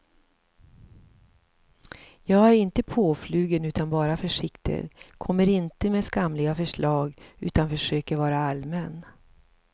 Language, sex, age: Swedish, female, 54